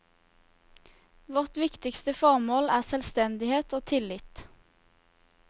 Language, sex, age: Norwegian, female, 21